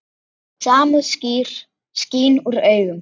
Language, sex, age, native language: Icelandic, female, 9, Icelandic